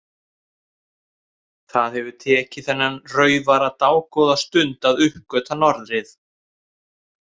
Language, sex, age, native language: Icelandic, male, 30-39, Icelandic